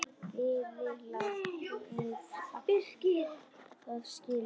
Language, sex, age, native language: Icelandic, male, 10, Icelandic